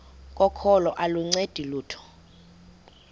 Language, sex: Xhosa, female